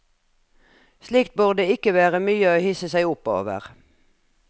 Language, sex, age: Norwegian, female, 57